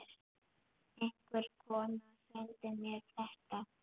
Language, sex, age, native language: Icelandic, female, 8, Icelandic